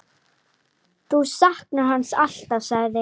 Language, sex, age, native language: Icelandic, female, 7, Icelandic